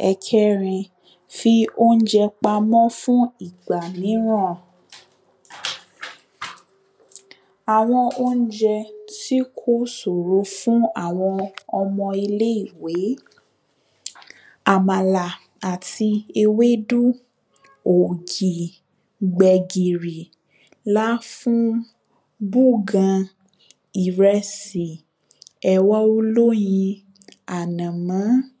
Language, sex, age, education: Yoruba, female, 30-45, tertiary